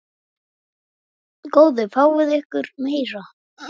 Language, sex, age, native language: Icelandic, female, 9, Icelandic